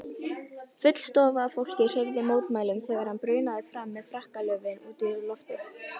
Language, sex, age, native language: Icelandic, female, 18-19, Icelandic